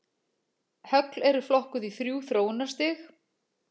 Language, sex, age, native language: Icelandic, female, 40-49, Icelandic